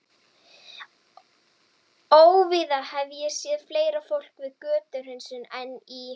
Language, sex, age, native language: Icelandic, female, 12, Icelandic